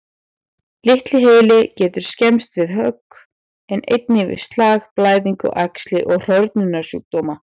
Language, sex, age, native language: Icelandic, female, 30-39, Icelandic